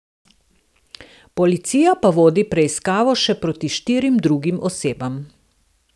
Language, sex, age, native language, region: Slovenian, female, 60+, Slovenian, Southeast Slovenia